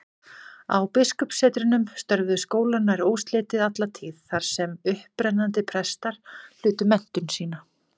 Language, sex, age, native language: Icelandic, female, 40-49, Icelandic